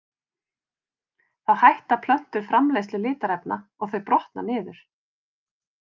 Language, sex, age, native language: Icelandic, female, 30-39, Icelandic